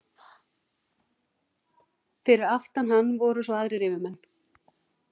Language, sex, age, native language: Icelandic, female, 40-49, Icelandic